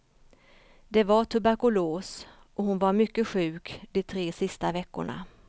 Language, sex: Swedish, female